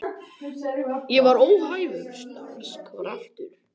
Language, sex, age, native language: Icelandic, other, 18-19, Icelandic